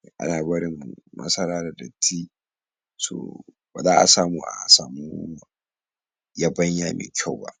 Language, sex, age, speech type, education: Hausa, male, 46-60, spontaneous, tertiary